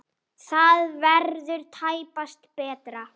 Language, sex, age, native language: Icelandic, female, 8, Icelandic